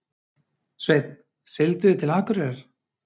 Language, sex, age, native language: Icelandic, male, 30-39, Icelandic